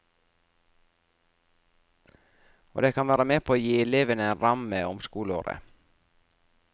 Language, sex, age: Norwegian, female, 44